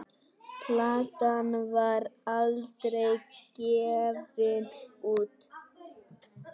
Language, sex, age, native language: Icelandic, male, 9, Icelandic